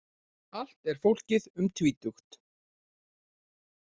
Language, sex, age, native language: Icelandic, male, 40-49, Icelandic